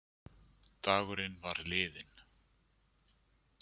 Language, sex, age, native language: Icelandic, male, 50-59, Icelandic